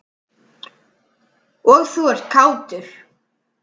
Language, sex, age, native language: Icelandic, male, 10, Icelandic